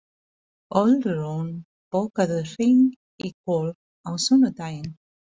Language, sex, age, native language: Icelandic, female, 40-49, Filipino